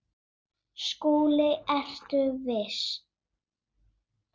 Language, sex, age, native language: Icelandic, female, 7, Icelandic